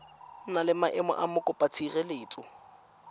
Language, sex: Tswana, female